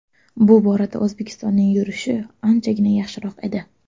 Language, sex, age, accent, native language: Uzbek, female, 12-17, Toshkent shahri, Uzbek